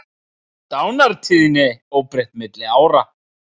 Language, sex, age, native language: Icelandic, male, 30-39, Icelandic